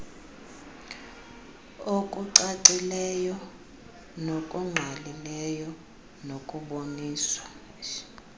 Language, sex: Xhosa, female